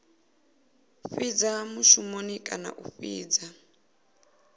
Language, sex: Venda, female